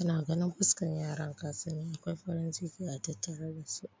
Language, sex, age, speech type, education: Hausa, female, 15-29, spontaneous, primary